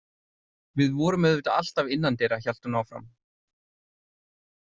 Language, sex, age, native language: Icelandic, male, 30-39, Icelandic